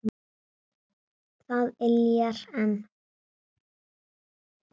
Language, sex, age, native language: Icelandic, female, 9, Icelandic